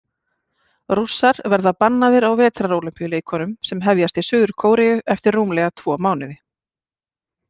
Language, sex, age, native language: Icelandic, female, 40-49, Icelandic